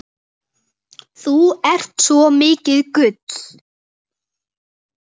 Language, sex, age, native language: Icelandic, male, 8, Icelandic